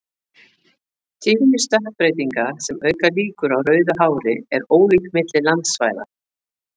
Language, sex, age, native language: Icelandic, female, 40-49, Icelandic